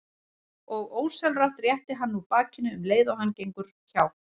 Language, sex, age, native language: Icelandic, female, 40-49, Icelandic